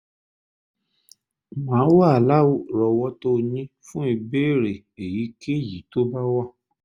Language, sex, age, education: Yoruba, male, 30-45, tertiary